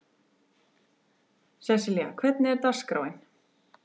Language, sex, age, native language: Icelandic, female, 21, Icelandic